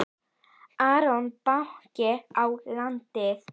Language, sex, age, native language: Icelandic, female, 10, Icelandic